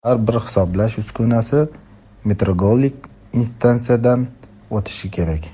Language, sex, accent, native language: Uzbek, male, Toshkent shahri, Uzbek